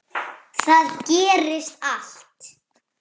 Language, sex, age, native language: Icelandic, female, 6, Icelandic